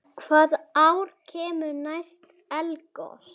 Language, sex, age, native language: Icelandic, female, 7, Icelandic